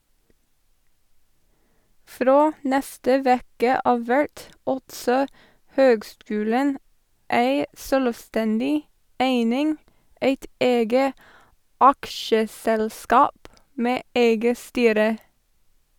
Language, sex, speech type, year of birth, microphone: Norwegian, female, read, 1987, Sennheiser